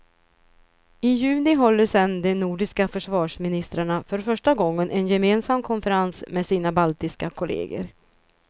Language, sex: Swedish, female